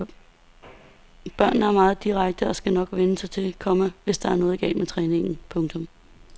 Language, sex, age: Danish, female, 32